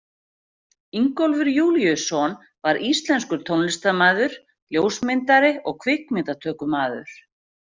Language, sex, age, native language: Icelandic, female, 40-49, Icelandic